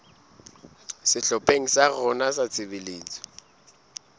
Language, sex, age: Southern Sotho, male, 22